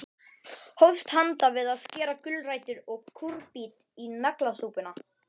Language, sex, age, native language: Icelandic, male, 12, Icelandic